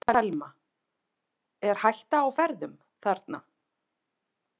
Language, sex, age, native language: Icelandic, female, 40-49, Icelandic